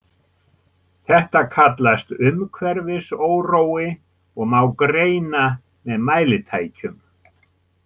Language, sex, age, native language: Icelandic, male, 70-79, Icelandic